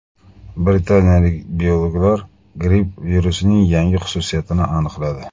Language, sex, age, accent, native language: Uzbek, male, 35+, Toshkent shahri, Uzbek